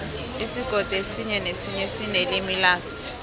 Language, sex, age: South Ndebele, female, 18